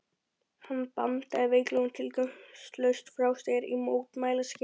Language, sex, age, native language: Icelandic, male, 12, Icelandic